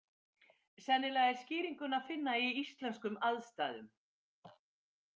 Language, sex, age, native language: Icelandic, female, 50-59, Icelandic